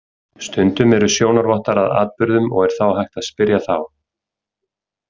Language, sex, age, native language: Icelandic, male, 30-39, Icelandic